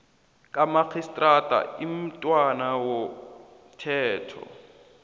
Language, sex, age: South Ndebele, male, 22